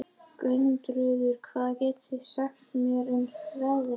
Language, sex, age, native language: Icelandic, female, 11, Icelandic